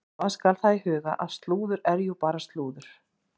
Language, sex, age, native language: Icelandic, female, 40-49, Icelandic